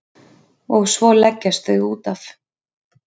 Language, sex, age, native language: Icelandic, female, 30-39, Icelandic